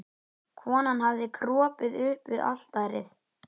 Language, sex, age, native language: Icelandic, female, 11, Icelandic